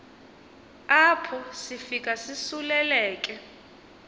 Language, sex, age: Xhosa, female, 22